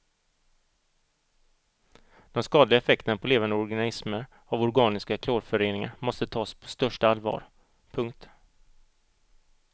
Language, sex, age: Swedish, male, 38